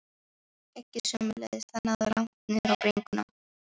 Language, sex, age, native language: Icelandic, female, 13, Icelandic